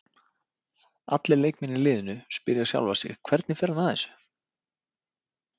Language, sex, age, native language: Icelandic, male, 30-39, Icelandic